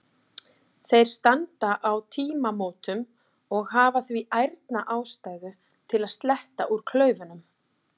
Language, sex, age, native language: Icelandic, female, 40-49, Icelandic